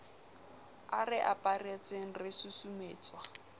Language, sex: Southern Sotho, female